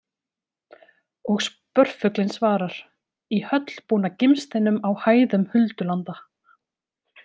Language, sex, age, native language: Icelandic, female, 30-39, Icelandic